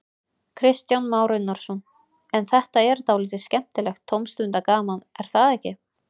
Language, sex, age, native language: Icelandic, female, 30-39, Icelandic